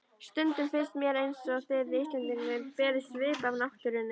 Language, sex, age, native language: Icelandic, female, 13, Icelandic